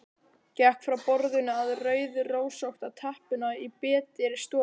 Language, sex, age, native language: Icelandic, male, 12, Icelandic